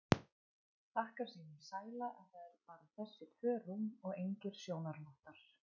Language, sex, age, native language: Icelandic, female, 20-29, Icelandic